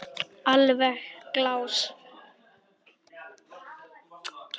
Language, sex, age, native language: Icelandic, male, 10, Icelandic